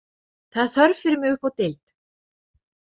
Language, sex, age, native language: Icelandic, female, 40-49, Icelandic